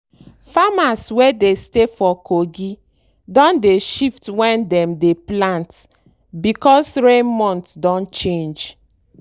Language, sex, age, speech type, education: Nigerian Pidgin, female, 30-45, spontaneous, tertiary